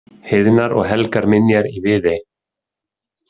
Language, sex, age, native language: Icelandic, male, 30-39, Icelandic